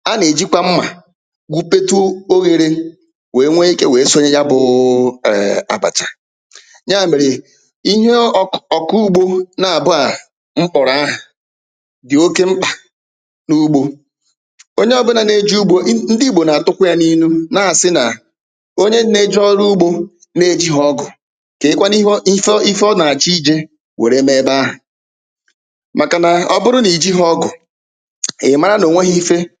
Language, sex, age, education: Igbo, male, 30-45, tertiary